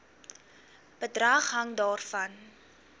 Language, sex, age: Afrikaans, female, 19